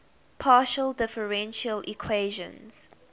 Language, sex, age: English, female, 21